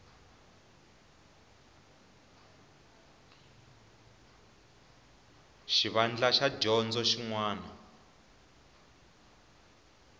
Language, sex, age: Tsonga, male, 20